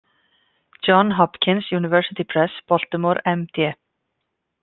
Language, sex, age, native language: Icelandic, female, 50-59, Icelandic